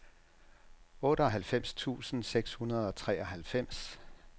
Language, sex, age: Danish, male, 67